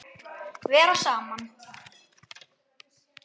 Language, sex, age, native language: Icelandic, male, 9, Icelandic